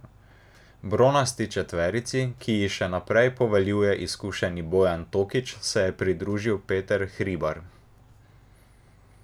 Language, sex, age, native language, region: Slovenian, male, 18-29, Slovenian, Drava region